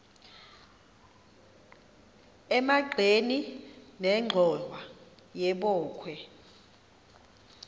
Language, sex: Xhosa, female